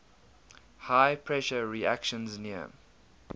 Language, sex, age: English, male, 22